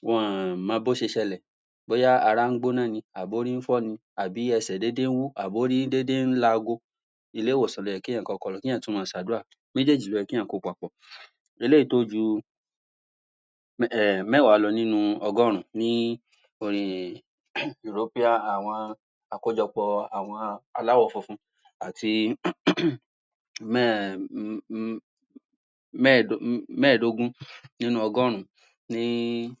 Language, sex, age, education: Yoruba, male, 46-60, tertiary